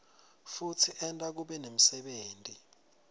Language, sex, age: Swati, male, 20